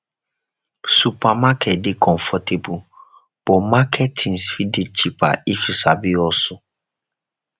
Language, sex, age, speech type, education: Nigerian Pidgin, male, 15-29, spontaneous, tertiary